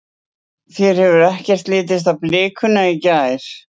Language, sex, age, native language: Icelandic, female, 60-69, Icelandic